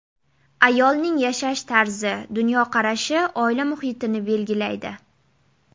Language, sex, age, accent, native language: Uzbek, female, 18-24, Namangan, Uzbek